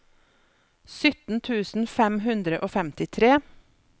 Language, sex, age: Norwegian, female, 47